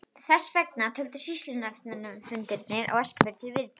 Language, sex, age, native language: Icelandic, female, 12, Icelandic